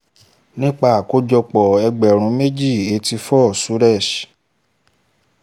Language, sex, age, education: Yoruba, male, 15-29, tertiary